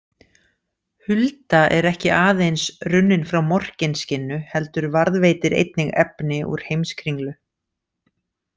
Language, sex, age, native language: Icelandic, female, 40-49, Icelandic